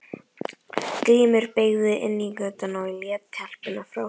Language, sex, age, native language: Icelandic, female, 11, Icelandic